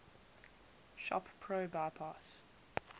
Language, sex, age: English, female, 19